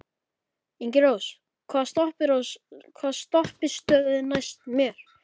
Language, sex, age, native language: Icelandic, male, 13, Icelandic